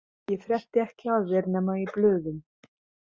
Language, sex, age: Icelandic, female, 30-39